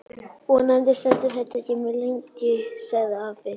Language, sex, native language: Icelandic, female, Chinese